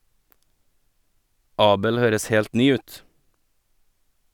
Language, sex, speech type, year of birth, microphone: Norwegian, male, read, 1985, Sennheiser